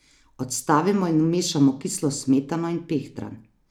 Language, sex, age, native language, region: Slovenian, female, 30-49, Slovenian, Savinja region